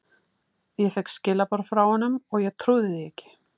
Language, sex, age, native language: Icelandic, female, 50-59, Icelandic